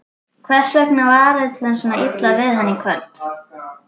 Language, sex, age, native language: Icelandic, female, 12, Icelandic